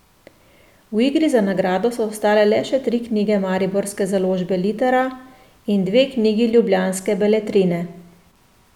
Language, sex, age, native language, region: Slovenian, female, 30-49, Slovenian, Central Slovenia